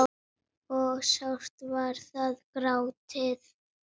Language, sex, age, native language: Icelandic, female, 7, Icelandic